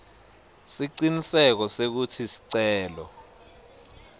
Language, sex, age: Swati, male, 20